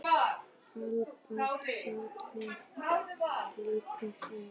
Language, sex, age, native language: Icelandic, male, 18-19, Icelandic